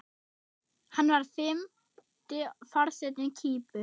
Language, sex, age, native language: Icelandic, female, 10, German